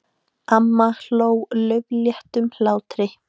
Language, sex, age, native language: Icelandic, female, 18-19, Icelandic